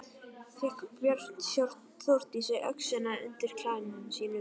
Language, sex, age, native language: Icelandic, female, 11, Icelandic